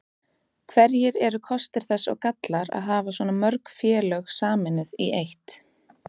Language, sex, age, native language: Icelandic, female, 30-39, Icelandic